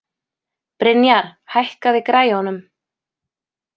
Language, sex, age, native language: Icelandic, female, 20-29, Icelandic